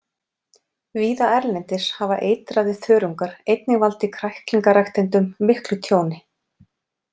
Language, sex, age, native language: Icelandic, female, 40-49, Icelandic